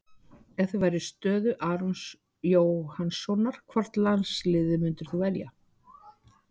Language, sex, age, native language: Icelandic, female, 60-69, Icelandic